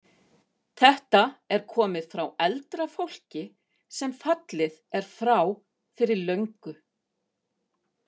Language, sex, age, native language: Icelandic, female, 50-59, Icelandic